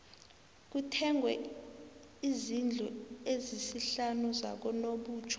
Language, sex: South Ndebele, female